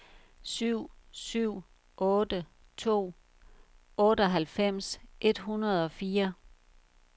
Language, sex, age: Danish, female, 51